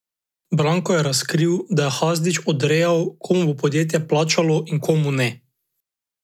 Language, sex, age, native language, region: Slovenian, male, 18-29, Slovenian, Drava region